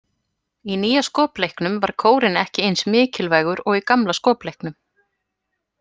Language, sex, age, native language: Icelandic, female, 40-49, Icelandic